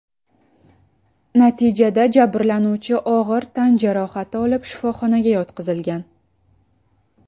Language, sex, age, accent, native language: Uzbek, female, 19-29, Samarqand, Uzbek